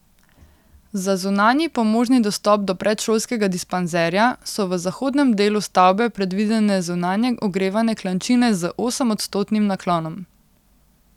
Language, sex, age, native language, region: Slovenian, female, 18-29, Slovenian, Central Slovenia